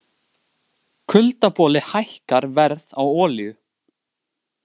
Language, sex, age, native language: Icelandic, male, 18-19, Icelandic